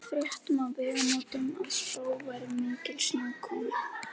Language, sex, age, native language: Icelandic, female, 11, Icelandic